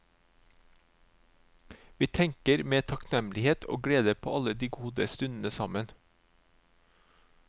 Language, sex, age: Norwegian, male, 36